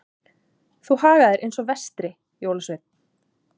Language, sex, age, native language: Icelandic, female, 30-39, Icelandic